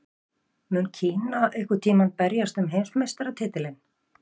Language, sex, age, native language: Icelandic, female, 50-59, Icelandic